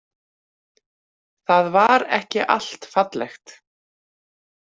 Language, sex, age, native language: Icelandic, female, 40-49, Icelandic